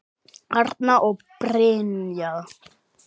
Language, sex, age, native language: Icelandic, male, 8, Icelandic